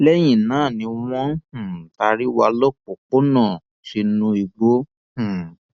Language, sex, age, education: Yoruba, male, 15-29, tertiary